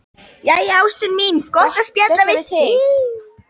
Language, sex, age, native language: Icelandic, female, 14, Icelandic